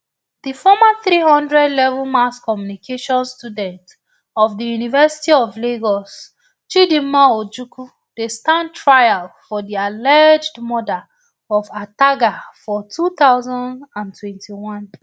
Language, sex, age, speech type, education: Nigerian Pidgin, female, 30-45, spontaneous, tertiary